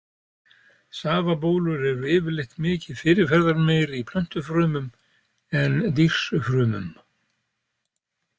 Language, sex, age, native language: Icelandic, male, 70-79, Icelandic